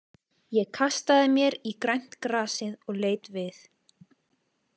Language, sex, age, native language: Icelandic, female, 20-29, Icelandic